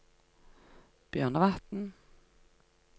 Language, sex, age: Norwegian, female, 49